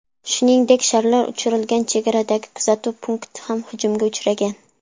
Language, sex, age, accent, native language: Uzbek, female, under 19, Sirdaryo, Uzbek